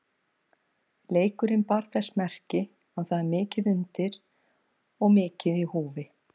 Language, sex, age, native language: Icelandic, female, 50-59, Icelandic